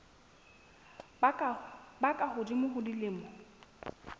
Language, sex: Southern Sotho, female